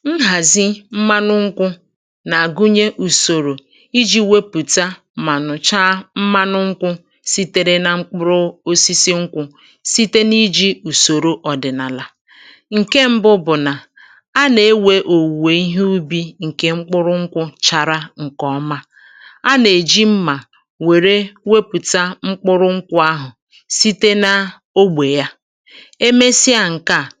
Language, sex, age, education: Igbo, male, 30-45, tertiary